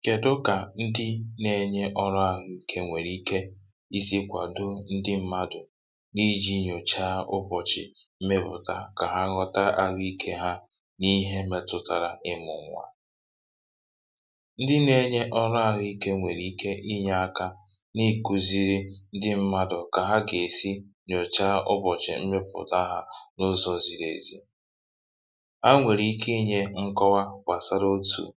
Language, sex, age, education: Igbo, male, 30-45, tertiary